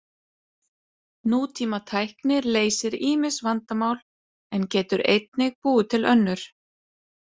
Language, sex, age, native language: Icelandic, female, 30-39, Icelandic